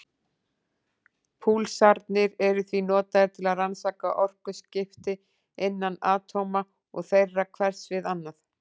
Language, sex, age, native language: Icelandic, female, 40-49, Icelandic